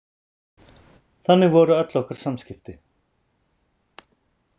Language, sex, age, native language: Icelandic, male, 30-39, Icelandic